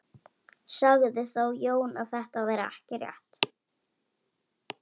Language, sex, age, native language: Icelandic, female, 11, Icelandic